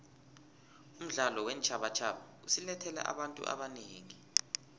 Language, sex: South Ndebele, male